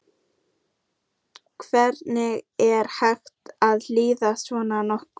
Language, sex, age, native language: Icelandic, female, 14, Icelandic